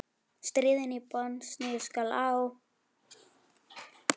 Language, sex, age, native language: Icelandic, female, 10, Icelandic